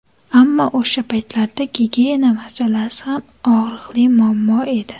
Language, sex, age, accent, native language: Uzbek, female, 19-29, Jizzax, Uzbek